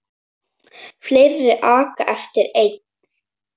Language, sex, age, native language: Icelandic, male, 7, Icelandic